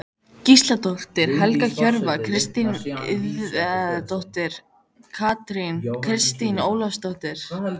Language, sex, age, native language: Icelandic, female, 14, Icelandic